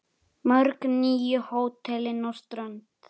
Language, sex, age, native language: Icelandic, male, 7, Icelandic